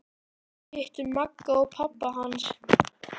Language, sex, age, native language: Icelandic, male, 11, Icelandic